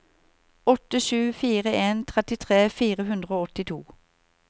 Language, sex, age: Norwegian, female, 38